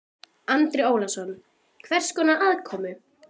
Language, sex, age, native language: Icelandic, female, 12, Icelandic